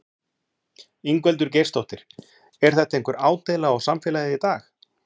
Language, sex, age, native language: Icelandic, male, 40-49, Icelandic